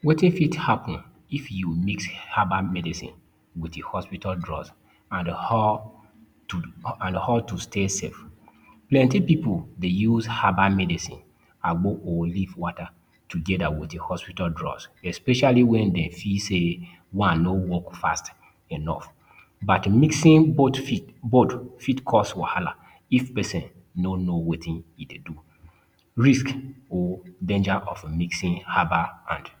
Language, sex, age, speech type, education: Nigerian Pidgin, male, 30-45, spontaneous, tertiary